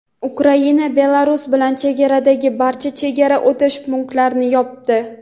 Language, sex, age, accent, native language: Uzbek, female, 12-17, Toshkent shahri, Uzbek